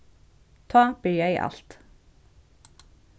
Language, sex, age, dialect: Faroese, female, 36-60, Vágar